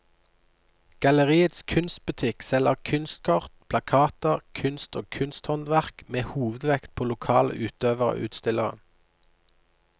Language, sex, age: Norwegian, male, 29